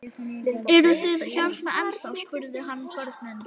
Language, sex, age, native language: Icelandic, female, 11, Icelandic